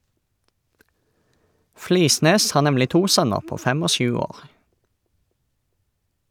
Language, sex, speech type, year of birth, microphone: Norwegian, male, read, 1989, Shure